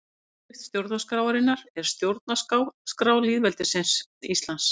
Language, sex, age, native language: Icelandic, female, 50-59, Icelandic